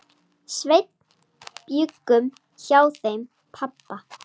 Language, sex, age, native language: Icelandic, female, 7, Icelandic